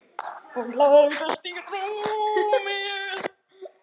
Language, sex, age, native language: Icelandic, male, 10, Icelandic